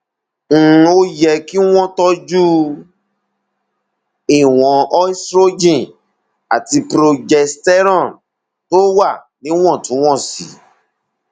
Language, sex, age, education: Yoruba, male, 30-45, tertiary